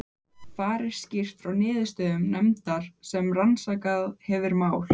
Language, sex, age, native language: Icelandic, female, 15, Icelandic